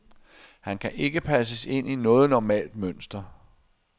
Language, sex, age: Danish, male, 60